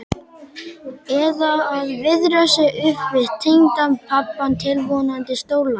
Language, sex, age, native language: Icelandic, male, 12, Icelandic